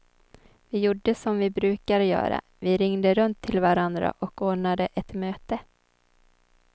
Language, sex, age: Swedish, female, 23